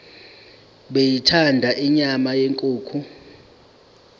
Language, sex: Zulu, male